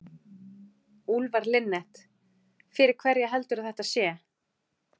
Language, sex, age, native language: Icelandic, female, 40-49, Icelandic